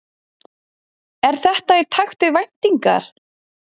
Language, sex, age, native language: Icelandic, female, 30-39, Icelandic